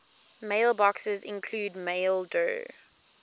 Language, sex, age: English, female, 19